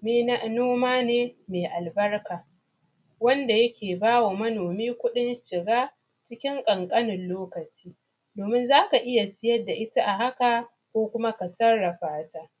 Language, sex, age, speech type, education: Hausa, female, 15-29, spontaneous, primary